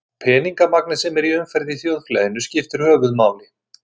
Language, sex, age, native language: Icelandic, male, 60-69, Icelandic